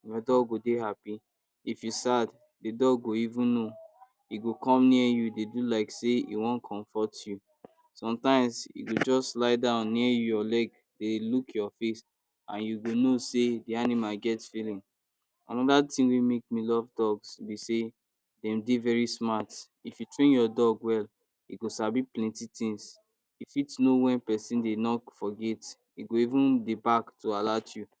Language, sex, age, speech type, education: Nigerian Pidgin, male, 46-60, spontaneous, tertiary